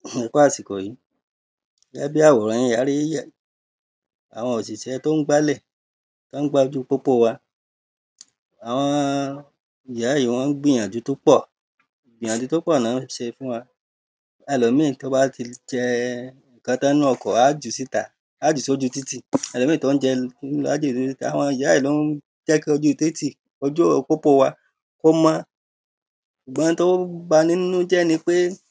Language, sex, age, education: Yoruba, male, 30-45, primary